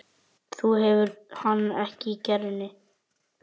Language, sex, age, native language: Icelandic, male, 11, Icelandic